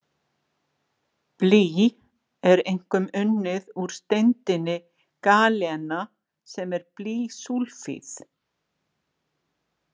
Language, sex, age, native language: Icelandic, female, 60-69, Icelandic